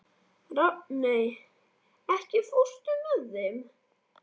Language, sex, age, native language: Icelandic, male, 13, Icelandic